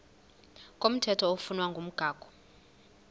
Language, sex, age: Xhosa, female, 20